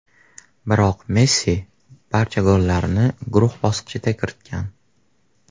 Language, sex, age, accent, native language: Uzbek, male, 18-24, Farg'ona, Uzbek